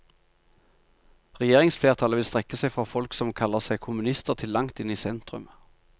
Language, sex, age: Norwegian, male, 45